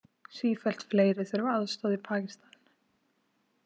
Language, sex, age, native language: Icelandic, female, 20-29, Icelandic